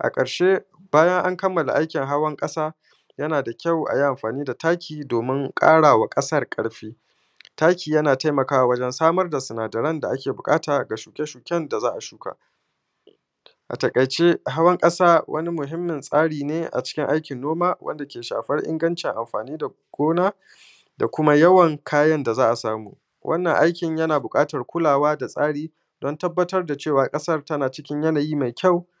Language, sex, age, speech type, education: Hausa, male, 15-29, spontaneous, primary